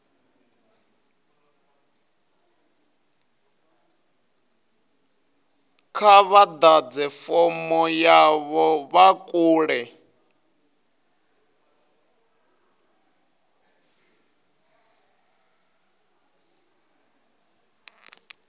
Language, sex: Venda, male